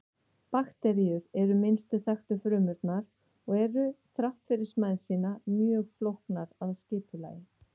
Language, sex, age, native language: Icelandic, female, 50-59, Icelandic